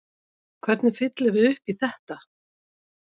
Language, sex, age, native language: Icelandic, female, 50-59, Icelandic